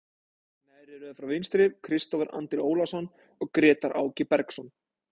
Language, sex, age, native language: Icelandic, male, 20-29, Icelandic